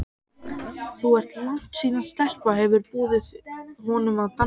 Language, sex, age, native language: Icelandic, male, 12, Icelandic